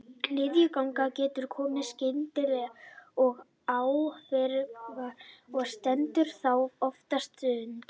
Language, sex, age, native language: Icelandic, male, 30-39, Icelandic